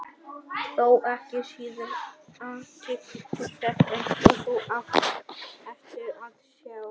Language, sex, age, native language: Icelandic, female, 18-19, Icelandic